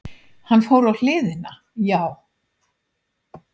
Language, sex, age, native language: Icelandic, female, 70-79, Icelandic